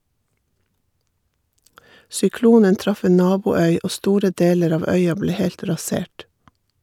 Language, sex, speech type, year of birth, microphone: Norwegian, female, read, 1958, Shure